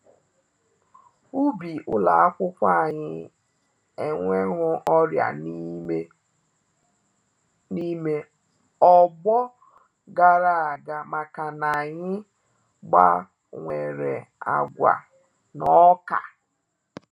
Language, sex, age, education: Igbo, female, 30-45, tertiary